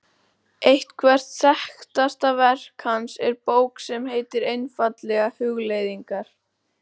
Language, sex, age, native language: Icelandic, male, 12, Icelandic